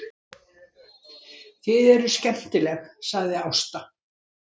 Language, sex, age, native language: Icelandic, female, 60-69, Icelandic